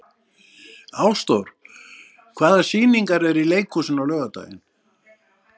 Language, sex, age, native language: Icelandic, male, 60-69, Icelandic